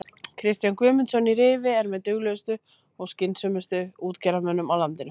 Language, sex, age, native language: Icelandic, female, 30-39, Icelandic